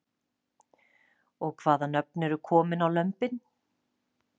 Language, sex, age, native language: Icelandic, female, 40-49, Icelandic